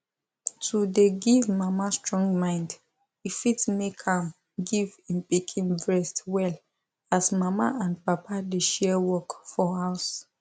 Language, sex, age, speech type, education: Nigerian Pidgin, female, 15-29, spontaneous, tertiary